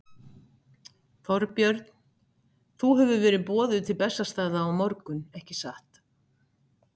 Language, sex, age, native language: Icelandic, female, 60-69, Icelandic